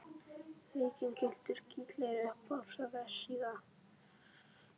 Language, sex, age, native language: Icelandic, female, 11, Icelandic